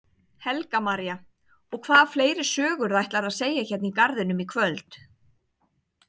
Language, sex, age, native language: Icelandic, female, 30-39, Icelandic